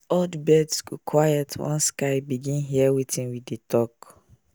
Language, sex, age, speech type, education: Nigerian Pidgin, female, 15-29, spontaneous, secondary